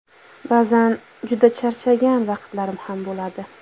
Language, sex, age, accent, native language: Uzbek, female, 25-34, Andijon, Uzbek